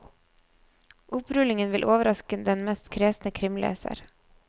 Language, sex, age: Norwegian, female, 24